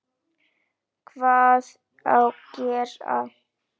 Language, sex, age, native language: Icelandic, female, 9, Icelandic